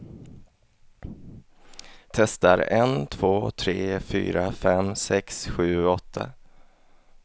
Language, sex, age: Swedish, male, 27